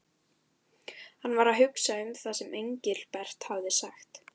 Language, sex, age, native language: Icelandic, female, 12, Icelandic